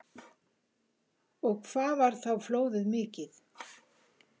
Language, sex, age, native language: Icelandic, female, 50-59, Icelandic